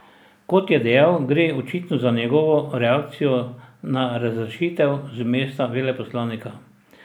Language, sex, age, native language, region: Slovenian, male, 60+, Slovenian, Drava region